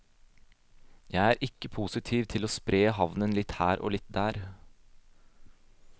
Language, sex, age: Norwegian, male, 26